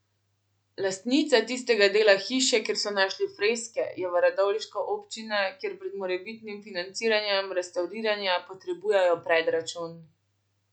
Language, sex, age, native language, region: Slovenian, female, 18-29, Slovenian, Central Slovenia